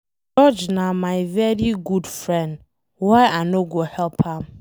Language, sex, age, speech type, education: Nigerian Pidgin, female, 15-29, read, secondary